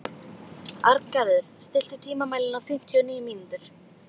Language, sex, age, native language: Icelandic, female, 12, Icelandic